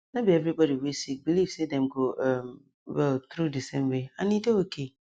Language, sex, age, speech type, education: Nigerian Pidgin, female, 15-29, spontaneous, tertiary